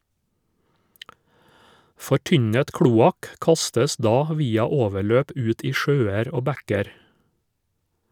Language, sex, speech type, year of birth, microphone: Norwegian, male, read, 1956, Shure